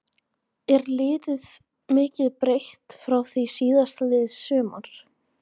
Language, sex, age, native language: Icelandic, female, 16, Icelandic